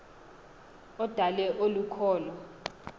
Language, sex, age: Xhosa, female, 20